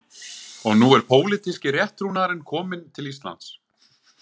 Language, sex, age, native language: Icelandic, male, 20-29, Icelandic